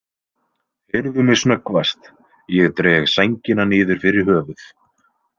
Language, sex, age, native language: Icelandic, male, 20-29, Icelandic